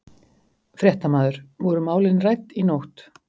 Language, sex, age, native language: Icelandic, male, 50-59, Icelandic